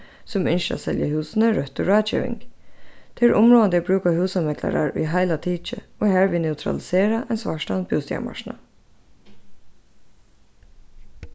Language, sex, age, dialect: Faroese, female, 15-35, Suðurstreymoy